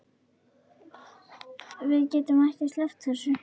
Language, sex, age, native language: Icelandic, female, 9, Icelandic